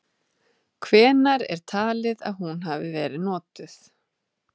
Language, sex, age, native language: Icelandic, female, 30-39, Icelandic